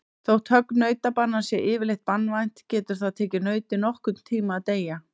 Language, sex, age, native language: Icelandic, female, 30-39, Icelandic